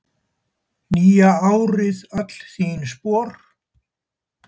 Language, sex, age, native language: Icelandic, male, 70-79, Icelandic